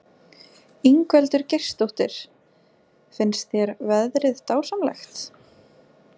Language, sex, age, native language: Icelandic, female, 20-29, Icelandic